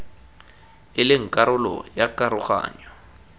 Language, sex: Tswana, male